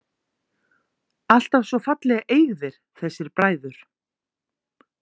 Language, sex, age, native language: Icelandic, female, 40-49, Icelandic